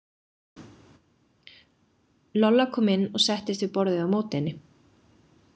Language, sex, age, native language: Icelandic, female, 30-39, Icelandic